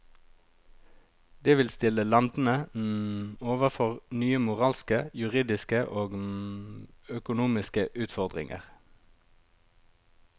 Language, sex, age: Norwegian, male, 36